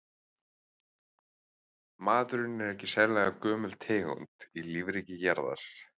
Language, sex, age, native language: Icelandic, male, 30-39, Icelandic